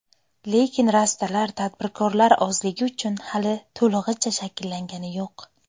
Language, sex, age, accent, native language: Uzbek, female, 19-29, Qashqadaryo, Uzbek